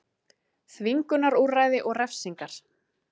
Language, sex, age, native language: Icelandic, female, 30-39, Icelandic